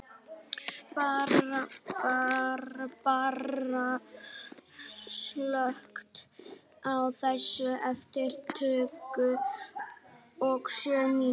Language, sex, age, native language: Icelandic, male, 18-19, Icelandic